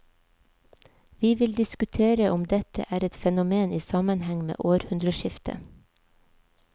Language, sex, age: Norwegian, female, 37